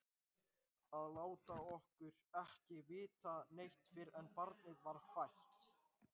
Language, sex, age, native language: Icelandic, male, 18-19, Icelandic